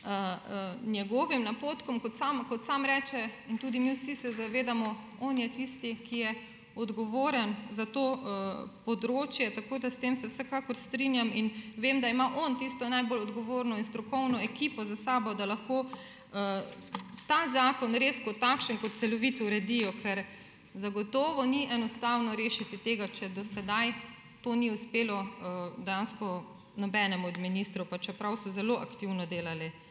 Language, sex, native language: Slovenian, female, Slovenian